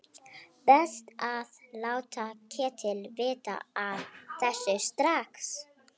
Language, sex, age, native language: Icelandic, female, 12, Icelandic